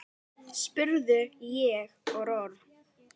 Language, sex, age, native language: Icelandic, female, 9, Icelandic